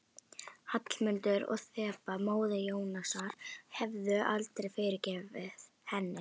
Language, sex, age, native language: Icelandic, female, 11, Icelandic